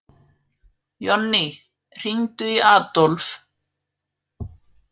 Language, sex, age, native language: Icelandic, female, 50-59, Icelandic